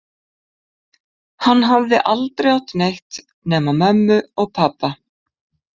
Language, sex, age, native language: Icelandic, female, 50-59, Icelandic